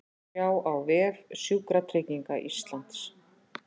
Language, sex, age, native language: Icelandic, female, 40-49, Icelandic